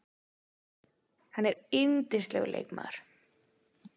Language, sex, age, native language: Icelandic, female, 20-29, Icelandic